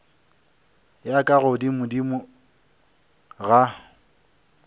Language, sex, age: Northern Sotho, male, 26